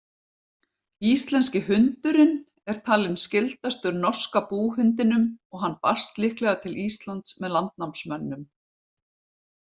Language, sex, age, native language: Icelandic, female, 50-59, Icelandic